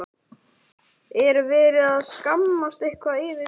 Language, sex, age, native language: Icelandic, male, 11, Icelandic